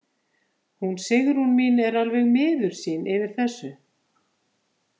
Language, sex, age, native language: Icelandic, female, 50-59, Icelandic